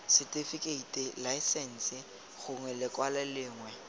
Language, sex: Tswana, male